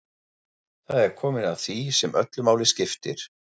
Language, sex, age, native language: Icelandic, male, 40-49, German